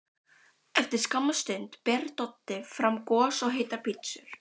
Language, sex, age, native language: Icelandic, female, 12, Icelandic